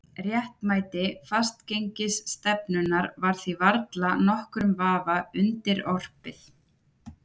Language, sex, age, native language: Icelandic, female, 30-39, Icelandic